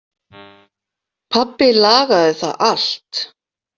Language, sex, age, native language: Icelandic, female, 40-49, Icelandic